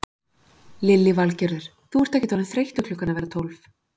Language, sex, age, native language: Icelandic, female, 40-49, Icelandic